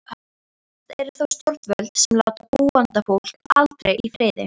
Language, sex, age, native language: Icelandic, female, 13, Icelandic